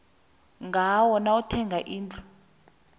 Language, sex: South Ndebele, female